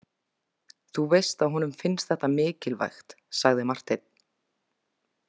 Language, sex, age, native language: Icelandic, female, 20-29, Icelandic